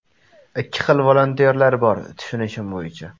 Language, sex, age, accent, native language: Uzbek, male, 18-24, Samarqand, Uzbek